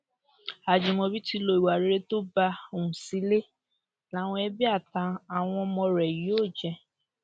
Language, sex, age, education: Yoruba, female, 46-60, secondary